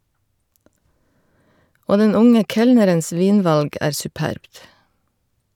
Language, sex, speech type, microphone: Norwegian, female, read, Shure